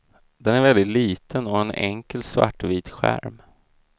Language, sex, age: Swedish, male, 32